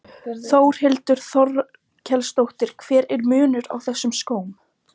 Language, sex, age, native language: Icelandic, female, 30-39, Icelandic